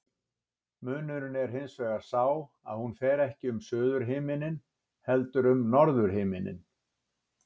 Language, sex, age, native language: Icelandic, male, 60-69, Icelandic